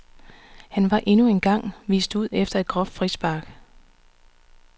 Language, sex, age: Danish, female, 39